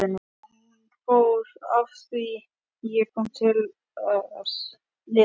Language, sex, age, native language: Icelandic, male, 11, Icelandic